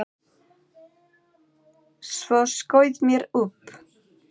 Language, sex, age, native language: Icelandic, female, 9, Icelandic